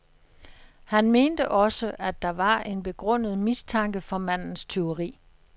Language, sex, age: Danish, female, 66